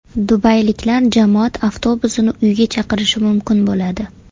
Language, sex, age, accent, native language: Uzbek, female, 18-24, Toshkent shahri, Uzbek